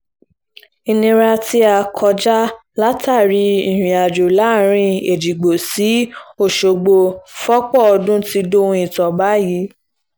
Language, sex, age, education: Yoruba, female, 15-29, tertiary